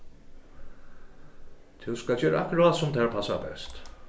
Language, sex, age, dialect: Faroese, male, 36-60, Suðurstreymoy